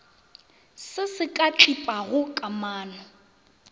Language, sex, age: Northern Sotho, female, 24